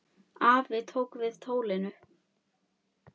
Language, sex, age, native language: Icelandic, female, 10, Icelandic